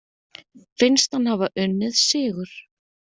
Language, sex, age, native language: Icelandic, female, 30-39, Icelandic